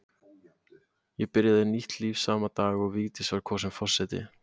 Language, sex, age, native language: Icelandic, male, 18-19, Icelandic